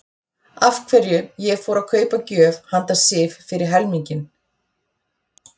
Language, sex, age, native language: Icelandic, female, 40-49, Icelandic